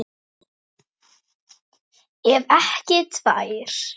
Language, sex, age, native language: Icelandic, female, 9, Icelandic